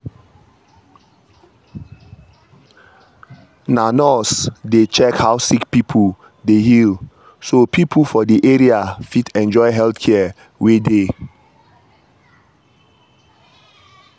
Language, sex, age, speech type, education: Nigerian Pidgin, male, 30-45, spontaneous, tertiary